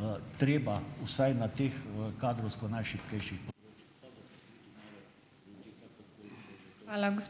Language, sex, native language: Slovenian, male, Slovenian